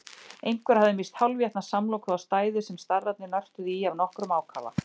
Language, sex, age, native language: Icelandic, female, 40-49, Icelandic